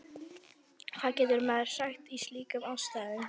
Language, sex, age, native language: Icelandic, female, 11, Icelandic